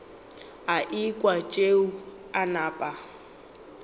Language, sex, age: Northern Sotho, female, 29